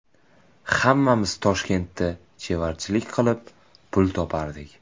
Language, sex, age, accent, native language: Uzbek, male, 18-24, Toshkent viloyati, Uzbek